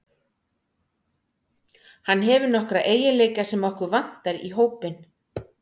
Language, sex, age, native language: Icelandic, female, 60-69, Icelandic